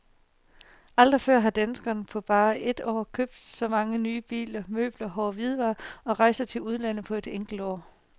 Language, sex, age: Danish, female, 30